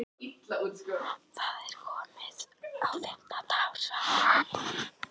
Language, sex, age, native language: Icelandic, female, 13, Icelandic